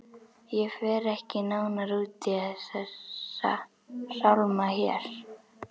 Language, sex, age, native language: Icelandic, other, 11, Icelandic